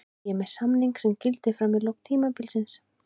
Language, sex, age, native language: Icelandic, female, 16, Icelandic